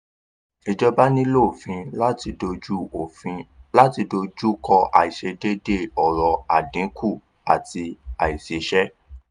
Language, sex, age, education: Yoruba, male, 15-29, tertiary